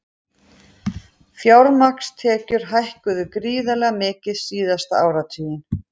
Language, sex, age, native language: Icelandic, female, 40-49, Icelandic